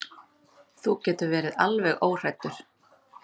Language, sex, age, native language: Icelandic, female, 30-39, Icelandic